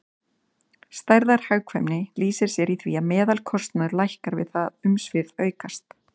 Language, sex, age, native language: Icelandic, female, 30-39, Icelandic